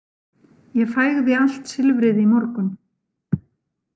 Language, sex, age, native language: Icelandic, female, 50-59, Icelandic